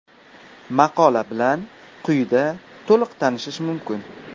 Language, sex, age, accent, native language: Uzbek, male, 18-24, Qashqadaryo, Uzbek